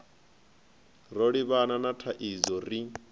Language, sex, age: Venda, male, 25